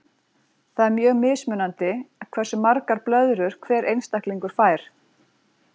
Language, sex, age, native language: Icelandic, female, 40-49, Icelandic